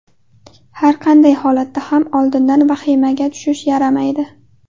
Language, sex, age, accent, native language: Uzbek, female, 18-24, Qashqadaryo, Uzbek